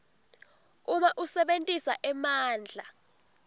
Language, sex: Swati, female